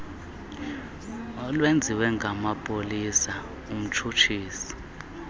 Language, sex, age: Xhosa, male, 24